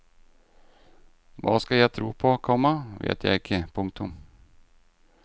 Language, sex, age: Norwegian, male, 38